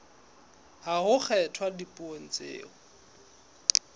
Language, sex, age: Southern Sotho, male, 21